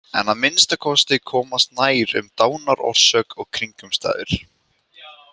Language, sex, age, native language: Icelandic, female, 18-19, Icelandic